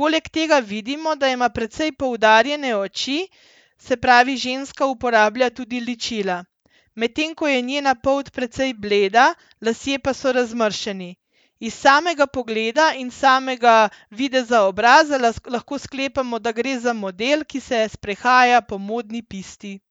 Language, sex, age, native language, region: Slovenian, female, 30-49, Slovenian, Central Slovenia